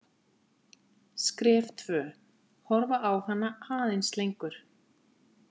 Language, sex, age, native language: Icelandic, female, 50-59, Icelandic